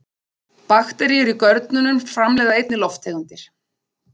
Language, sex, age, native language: Icelandic, female, 40-49, Icelandic